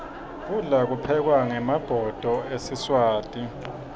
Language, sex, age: Swati, male, 26